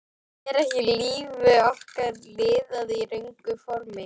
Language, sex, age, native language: Icelandic, female, 12, Icelandic